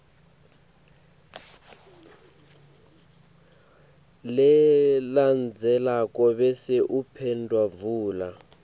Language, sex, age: Swati, male, 18